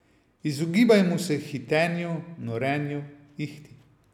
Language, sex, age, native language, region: Slovenian, male, 50-59, Slovenian, Savinja region